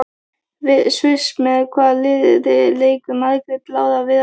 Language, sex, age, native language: Icelandic, female, 12, Icelandic